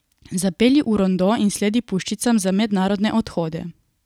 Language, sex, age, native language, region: Slovenian, female, 18-29, Slovenian, Coastal Karst region